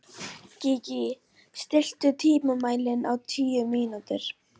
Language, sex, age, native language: Icelandic, female, 11, Icelandic